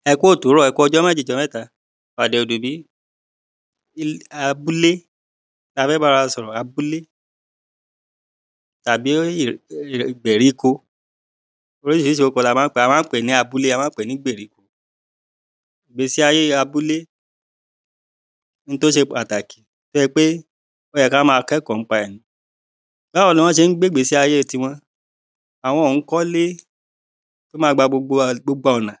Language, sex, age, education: Yoruba, male, 30-45, primary